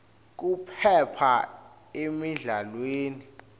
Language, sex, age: Swati, male, 21